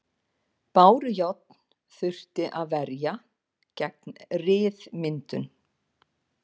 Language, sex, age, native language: Icelandic, female, 50-59, Icelandic